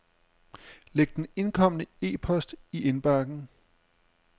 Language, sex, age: Danish, male, 35